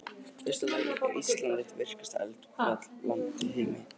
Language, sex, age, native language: Icelandic, male, 18-19, Icelandic